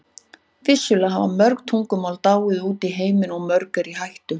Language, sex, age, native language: Icelandic, female, 40-49, Icelandic